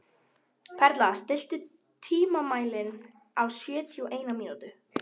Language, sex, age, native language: Icelandic, female, 11, Icelandic